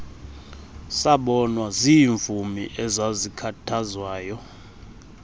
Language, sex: Xhosa, male